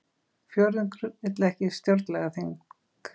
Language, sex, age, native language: Icelandic, female, 20-29, Icelandic